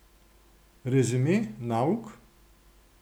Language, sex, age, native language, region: Slovenian, male, 60+, Slovenian, Gorenjska region